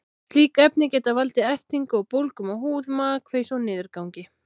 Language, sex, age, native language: Icelandic, female, 16, Icelandic